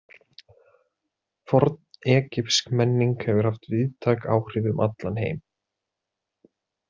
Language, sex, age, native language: Icelandic, male, 30-39, Icelandic